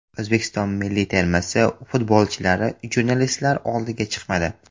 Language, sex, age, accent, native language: Uzbek, male, 18-24, Samarqand, Uzbek